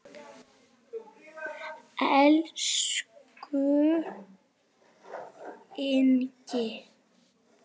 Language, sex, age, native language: Icelandic, male, 7, Icelandic